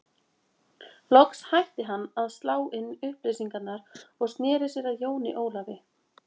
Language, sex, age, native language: Icelandic, female, 20-29, Icelandic